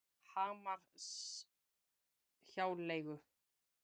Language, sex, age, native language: Icelandic, female, 20-29, Icelandic